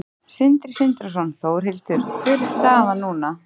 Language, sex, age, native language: Icelandic, female, 30-39, Icelandic